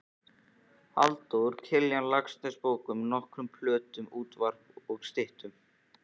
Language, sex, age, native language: Icelandic, female, 14, Icelandic